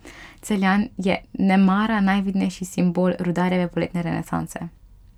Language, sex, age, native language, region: Slovenian, female, 12-17, Slovenian, Pomurje region